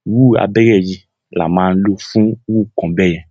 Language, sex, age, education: Yoruba, male, 15-29, tertiary